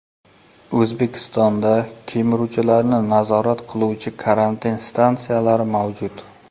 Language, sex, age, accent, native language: Uzbek, male, 35+, Surxondaryo, Uzbek